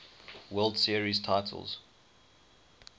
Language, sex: English, male